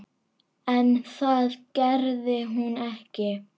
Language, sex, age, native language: Icelandic, female, 9, Icelandic